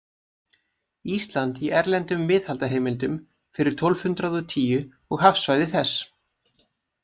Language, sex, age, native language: Icelandic, male, 20-29, Icelandic